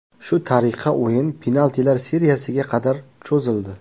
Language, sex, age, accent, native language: Uzbek, male, 19-29, Qashqadaryo, Uzbek